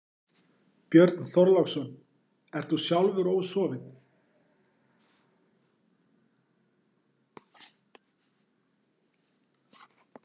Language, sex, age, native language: Icelandic, male, 40-49, Icelandic